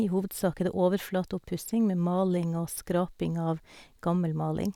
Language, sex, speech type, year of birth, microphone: Norwegian, female, spontaneous, 1969, Sennheiser